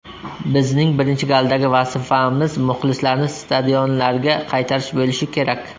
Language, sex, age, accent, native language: Uzbek, male, 25-34, Surxondaryo, Uzbek